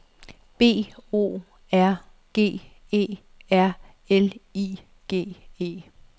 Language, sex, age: Danish, female, 37